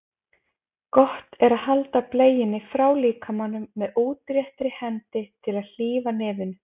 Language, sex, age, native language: Icelandic, female, 20-29, Icelandic